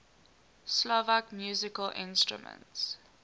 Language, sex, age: English, female, 19